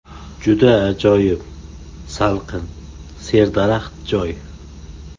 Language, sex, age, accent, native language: Uzbek, male, 18-24, Samarqand, Uzbek